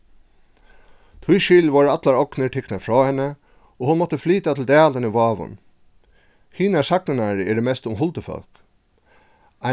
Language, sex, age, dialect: Faroese, male, 36-60, Suðurstreymoy